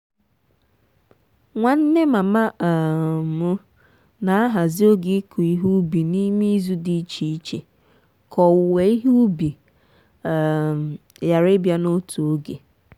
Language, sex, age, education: Igbo, female, 15-29, tertiary